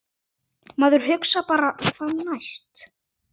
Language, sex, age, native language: Icelandic, male, 9, Icelandic